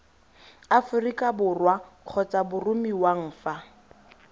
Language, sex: Tswana, female